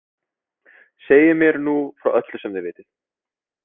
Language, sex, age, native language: Icelandic, male, 30-39, Icelandic